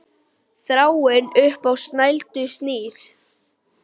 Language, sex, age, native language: Icelandic, female, 9, Icelandic